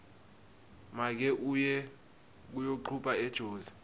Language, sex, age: Swati, male, 20